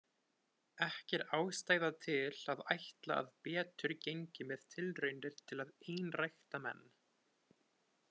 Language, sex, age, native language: Icelandic, male, 20-29, Icelandic